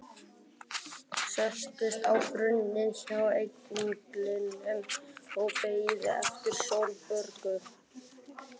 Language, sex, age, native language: Icelandic, male, 11, Icelandic